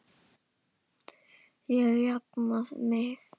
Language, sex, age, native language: Icelandic, female, 10, Icelandic